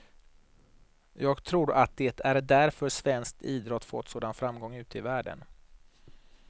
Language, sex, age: Swedish, male, 39